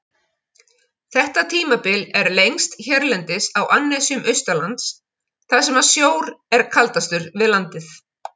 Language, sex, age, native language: Icelandic, female, 50-59, Icelandic